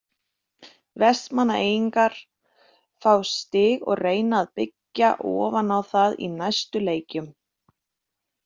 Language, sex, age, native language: Icelandic, female, 30-39, Icelandic